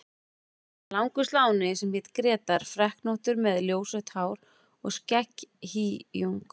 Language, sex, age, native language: Icelandic, female, 40-49, Icelandic